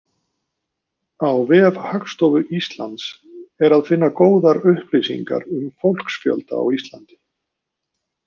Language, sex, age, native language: Icelandic, male, 50-59, Icelandic